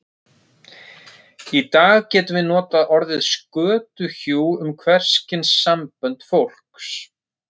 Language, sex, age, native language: Icelandic, male, 30-39, Icelandic